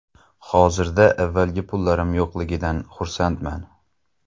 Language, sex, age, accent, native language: Uzbek, male, 19-29, Xorazm, Uzbek